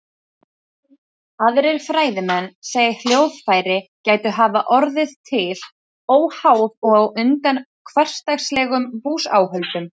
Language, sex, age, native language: Icelandic, female, 18-19, Icelandic